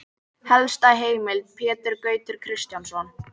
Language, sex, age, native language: Icelandic, female, 18-19, Icelandic